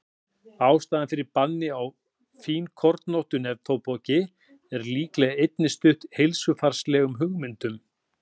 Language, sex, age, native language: Icelandic, male, 40-49, Icelandic